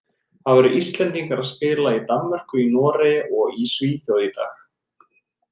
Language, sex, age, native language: Icelandic, male, 30-39, Icelandic